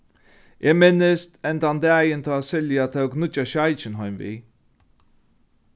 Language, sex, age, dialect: Faroese, male, 36-60, Norðurstreymoy/Eysturoy